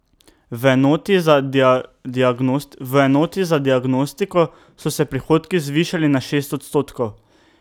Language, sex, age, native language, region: Slovenian, male, 18-29, Slovenian, Drava region